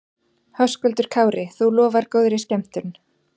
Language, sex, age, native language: Icelandic, female, 40-49, Icelandic